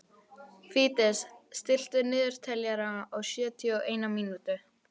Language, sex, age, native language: Icelandic, female, 12, Icelandic